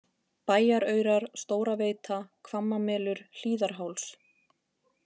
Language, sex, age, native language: Icelandic, female, 30-39, Icelandic